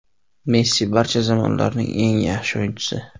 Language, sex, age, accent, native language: Uzbek, male, 18-24, Surxondaryo, Uzbek